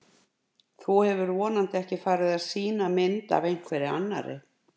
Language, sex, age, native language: Icelandic, female, 50-59, Icelandic